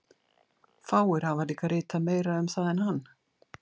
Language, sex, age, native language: Icelandic, female, 60-69, Icelandic